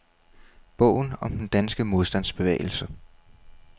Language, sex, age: Danish, male, 21